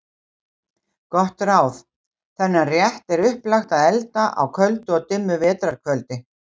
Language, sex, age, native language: Icelandic, female, 60-69, Icelandic